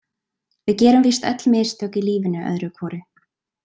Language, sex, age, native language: Icelandic, female, 20-29, Icelandic